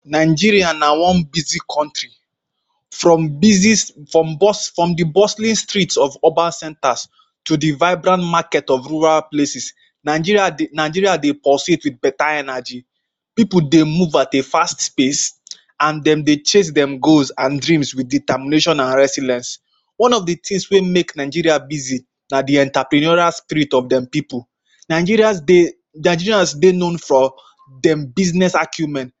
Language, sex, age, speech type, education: Nigerian Pidgin, male, 15-29, spontaneous, tertiary